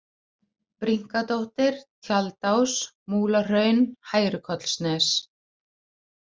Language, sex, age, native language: Icelandic, female, 40-49, Icelandic